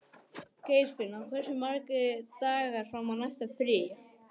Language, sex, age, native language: Icelandic, male, 11, English